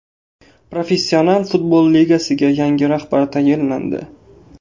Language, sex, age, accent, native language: Uzbek, male, 18-24, Qashqadaryo, Uzbek